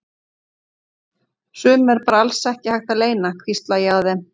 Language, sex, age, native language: Icelandic, female, 40-49, Icelandic